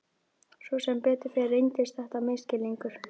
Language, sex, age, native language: Icelandic, female, 12, Icelandic